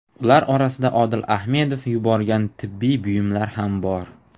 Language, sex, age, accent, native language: Uzbek, male, 19-29, Namangan, Uzbek